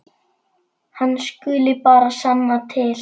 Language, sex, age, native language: Icelandic, male, 9, Icelandic